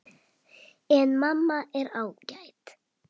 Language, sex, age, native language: Icelandic, female, 8, Icelandic